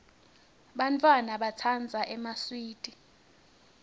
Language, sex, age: Swati, female, 19